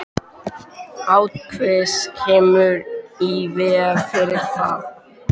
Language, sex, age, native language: Icelandic, male, 12, Icelandic